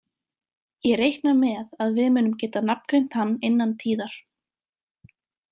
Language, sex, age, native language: Icelandic, female, 20-29, Icelandic